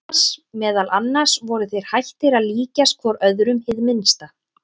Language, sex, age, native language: Icelandic, female, 30-39, Icelandic